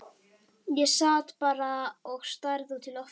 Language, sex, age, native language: Icelandic, male, 12, Icelandic